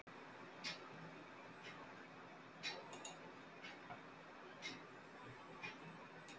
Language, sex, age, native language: Icelandic, female, 60-69, Icelandic